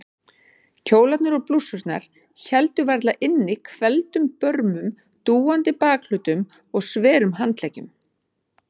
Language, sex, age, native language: Icelandic, female, 40-49, Icelandic